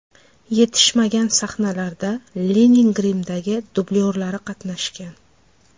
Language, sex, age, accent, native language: Uzbek, female, 25-34, Farg'ona, Uzbek